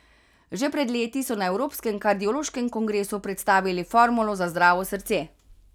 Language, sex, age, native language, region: Slovenian, female, 30-49, Slovenian, Carinthia region